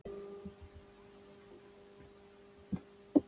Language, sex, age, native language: Icelandic, female, 13, Icelandic